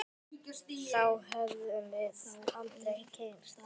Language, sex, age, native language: Icelandic, male, 10, Icelandic